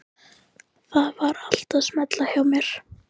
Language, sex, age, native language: Icelandic, female, 13, Icelandic